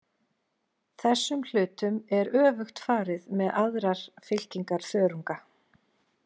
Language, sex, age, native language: Icelandic, female, 40-49, Icelandic